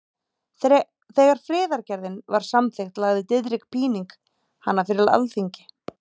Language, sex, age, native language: Icelandic, female, 30-39, Icelandic